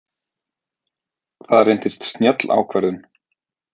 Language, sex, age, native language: Icelandic, male, 30-39, Icelandic